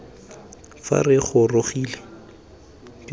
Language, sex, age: Tswana, male, 20